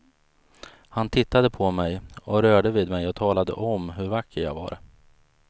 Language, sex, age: Swedish, male, 35